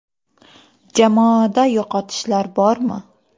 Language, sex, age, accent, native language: Uzbek, female, 18-24, Qoraqalpog'iston, Uzbek